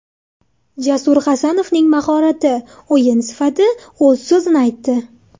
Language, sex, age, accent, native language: Uzbek, female, 19-29, Andijon, Uzbek